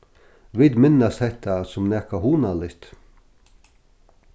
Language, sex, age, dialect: Faroese, male, 61+, Norðurstreymoy/Eysturoy